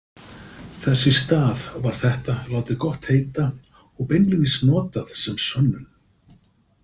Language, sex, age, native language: Icelandic, male, 50-59, Icelandic